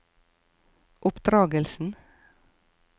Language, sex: Norwegian, female